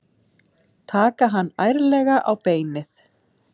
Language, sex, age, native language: Icelandic, female, 7, Icelandic